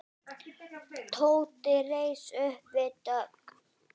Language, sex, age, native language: Icelandic, female, 18-19, Icelandic